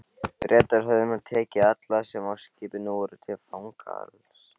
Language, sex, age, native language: Icelandic, male, 18-19, Icelandic